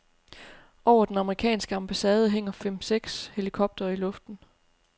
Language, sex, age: Danish, female, 30